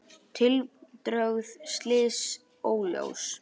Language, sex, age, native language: Icelandic, male, 18-19, Icelandic